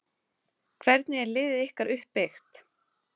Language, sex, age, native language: Icelandic, female, 30-39, Icelandic